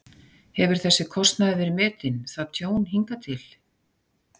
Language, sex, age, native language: Icelandic, female, 60-69, Icelandic